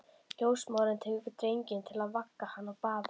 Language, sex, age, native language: Icelandic, female, 11, Icelandic